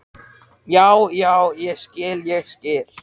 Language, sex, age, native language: Icelandic, male, 13, Icelandic